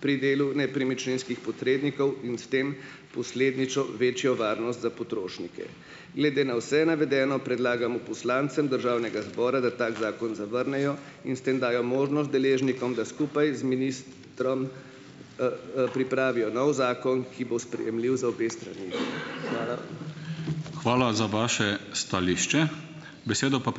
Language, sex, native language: Slovenian, male, Slovenian